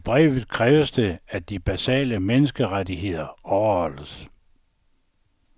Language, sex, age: Danish, male, 69